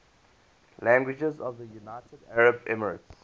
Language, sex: English, male